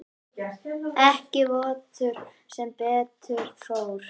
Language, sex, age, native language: Icelandic, male, 10, Icelandic